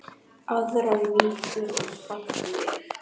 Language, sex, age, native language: Icelandic, male, 10, Icelandic